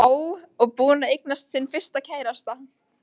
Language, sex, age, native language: Icelandic, female, 13, Icelandic